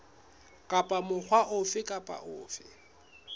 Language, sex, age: Southern Sotho, male, 21